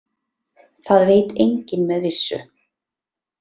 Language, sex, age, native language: Icelandic, female, 30-39, Icelandic